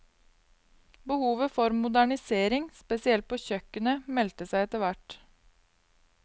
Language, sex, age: Norwegian, female, 22